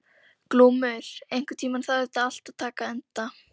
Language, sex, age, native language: Icelandic, female, 12, Icelandic